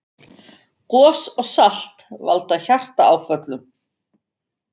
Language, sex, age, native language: Icelandic, female, 50-59, Icelandic